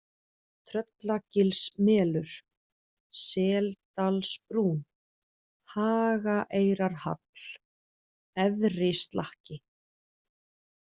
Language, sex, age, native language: Icelandic, female, 40-49, Icelandic